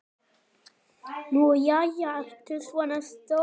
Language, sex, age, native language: Icelandic, male, 9, Icelandic